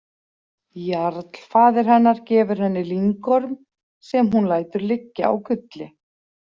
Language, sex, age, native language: Icelandic, female, 40-49, Icelandic